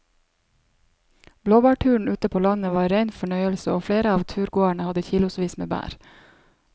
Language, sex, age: Norwegian, female, 27